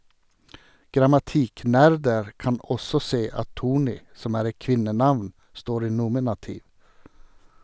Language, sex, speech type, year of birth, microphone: Norwegian, male, read, 1952, Sennheiser